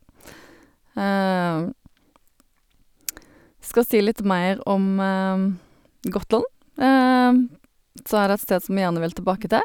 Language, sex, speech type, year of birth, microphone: Norwegian, female, spontaneous, 1972, Sennheiser